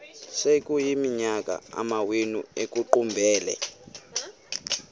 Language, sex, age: Xhosa, male, 18